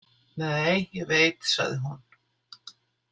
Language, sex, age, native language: Icelandic, female, 60-69, Icelandic